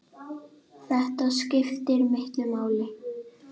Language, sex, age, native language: Icelandic, female, 8, Icelandic